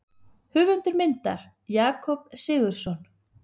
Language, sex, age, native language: Icelandic, female, 30-39, Icelandic